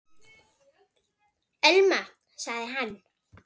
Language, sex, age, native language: Icelandic, female, 9, Icelandic